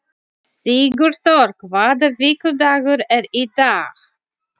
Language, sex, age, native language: Icelandic, female, 40-49, Latvian